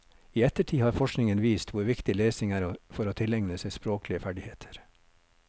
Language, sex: Norwegian, male